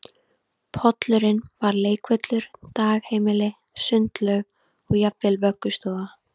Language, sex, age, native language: Icelandic, female, 13, Icelandic